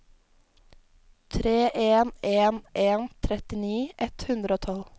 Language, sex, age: Norwegian, female, 17